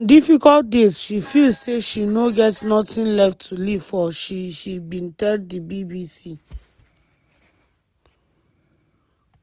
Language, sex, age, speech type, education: Nigerian Pidgin, female, 15-29, spontaneous, tertiary